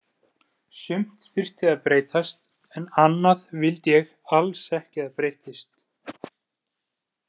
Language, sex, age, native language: Icelandic, male, 20-29, Icelandic